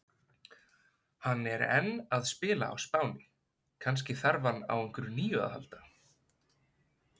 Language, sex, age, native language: Icelandic, male, 20-29, Icelandic